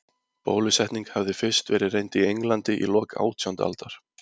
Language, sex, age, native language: Icelandic, male, 20-29, Icelandic